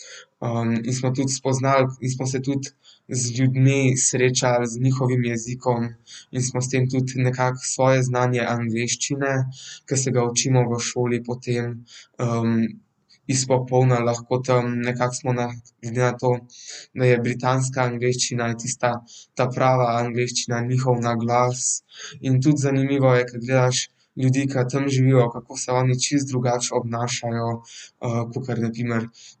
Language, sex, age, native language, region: Slovenian, male, 12-17, Slovenian, Central Slovenia